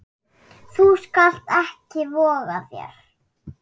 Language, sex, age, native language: Icelandic, female, 6, Icelandic